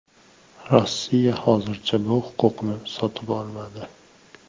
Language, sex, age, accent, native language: Uzbek, male, 18-24, Toshkent viloyati, Uzbek